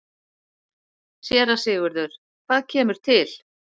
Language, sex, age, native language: Icelandic, female, 60-69, Icelandic